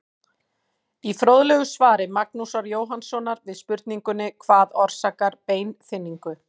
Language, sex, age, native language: Icelandic, female, 40-49, Icelandic